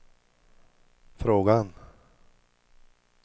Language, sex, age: Swedish, male, 50